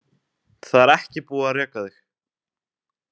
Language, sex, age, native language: Icelandic, male, 20-29, Icelandic